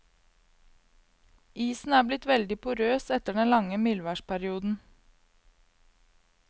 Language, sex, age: Norwegian, female, 22